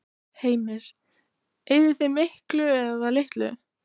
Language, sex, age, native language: Icelandic, female, 18-19, Icelandic